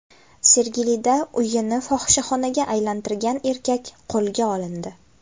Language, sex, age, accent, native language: Uzbek, female, 18-24, Toshkent viloyati, Uzbek